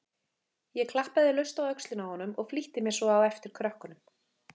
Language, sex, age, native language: Icelandic, female, 30-39, Icelandic